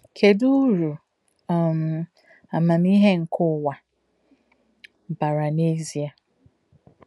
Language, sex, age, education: Igbo, female, 30-45, tertiary